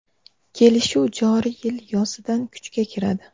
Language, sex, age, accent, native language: Uzbek, female, 18-24, Namangan, Uzbek